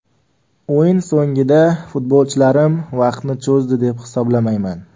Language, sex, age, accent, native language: Uzbek, male, 18-24, Farg'ona, Uzbek